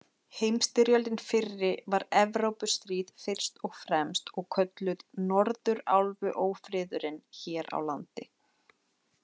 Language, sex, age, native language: Icelandic, female, 30-39, Icelandic